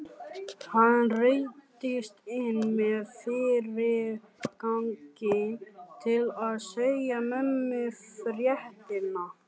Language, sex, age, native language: Icelandic, male, 14, Icelandic